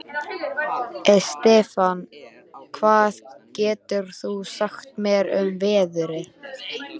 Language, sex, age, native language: Icelandic, male, 13, Icelandic